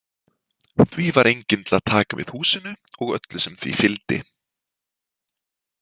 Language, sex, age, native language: Icelandic, male, 20-29, Icelandic